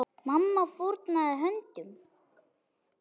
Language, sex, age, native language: Icelandic, male, 7, Icelandic